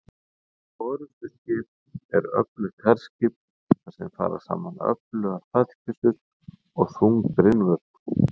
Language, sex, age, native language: Icelandic, male, 50-59, Icelandic